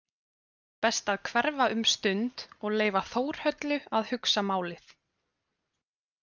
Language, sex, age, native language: Icelandic, female, 20-29, Icelandic